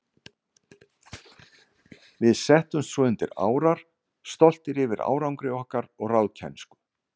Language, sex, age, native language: Icelandic, male, 60-69, Icelandic